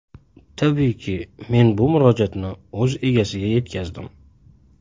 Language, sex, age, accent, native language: Uzbek, male, 19-29, Andijon, Uzbek